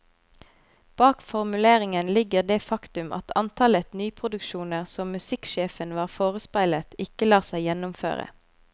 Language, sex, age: Norwegian, female, 25